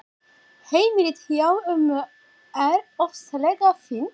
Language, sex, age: Icelandic, female, 40-49